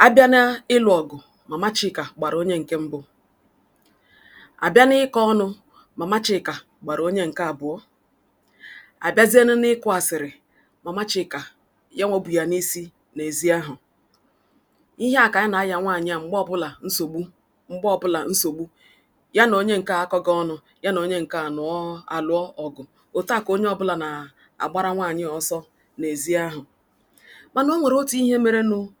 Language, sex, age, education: Igbo, female, 46-60, tertiary